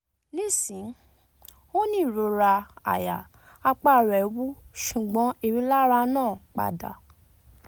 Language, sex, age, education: Yoruba, female, 15-29, tertiary